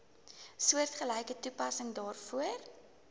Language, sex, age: Afrikaans, female, 19